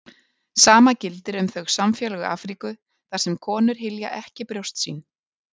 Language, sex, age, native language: Icelandic, female, 40-49, Icelandic